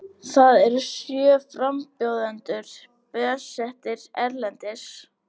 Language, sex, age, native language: Icelandic, female, 18-19, Icelandic